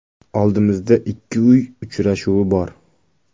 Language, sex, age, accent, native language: Uzbek, male, 18-24, Toshkent viloyati, Uzbek